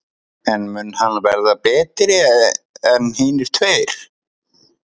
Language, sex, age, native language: Icelandic, male, 30-39, Icelandic